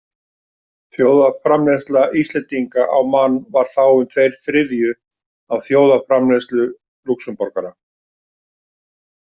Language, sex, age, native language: Icelandic, male, 50-59, Icelandic